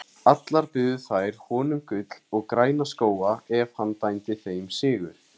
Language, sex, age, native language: Icelandic, male, 18-19, Icelandic